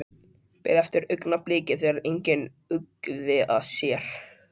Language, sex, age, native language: Icelandic, male, 12, Icelandic